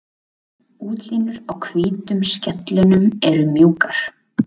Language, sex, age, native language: Icelandic, female, 20-29, Icelandic